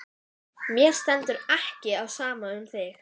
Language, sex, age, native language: Icelandic, female, 11, Icelandic